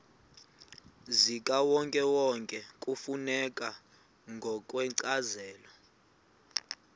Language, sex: Xhosa, male